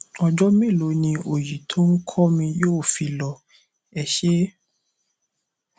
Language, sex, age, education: Yoruba, male, 15-29, tertiary